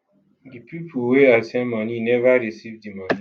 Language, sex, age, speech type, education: Nigerian Pidgin, male, 15-29, spontaneous, tertiary